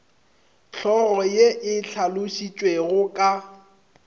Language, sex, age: Northern Sotho, male, 25